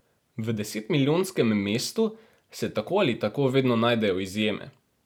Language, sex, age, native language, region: Slovenian, male, 18-29, Slovenian, Drava region